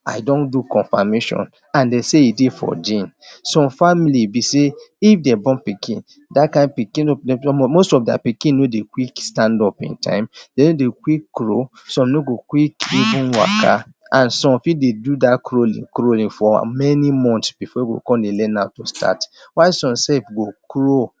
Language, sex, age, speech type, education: Nigerian Pidgin, male, 30-45, spontaneous, tertiary